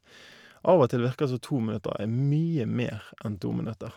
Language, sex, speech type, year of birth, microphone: Norwegian, male, spontaneous, 1988, Shure